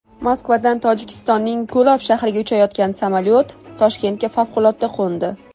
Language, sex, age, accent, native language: Uzbek, female, 19-29, Andijon, Uzbek